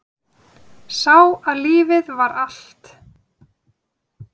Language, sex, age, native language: Icelandic, female, 30-39, Icelandic